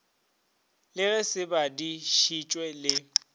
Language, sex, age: Northern Sotho, male, 30